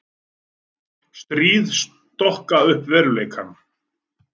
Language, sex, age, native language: Icelandic, male, 40-49, Icelandic